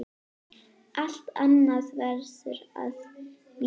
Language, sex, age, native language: Icelandic, female, 9, Icelandic